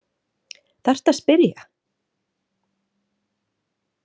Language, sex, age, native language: Icelandic, female, 50-59, Icelandic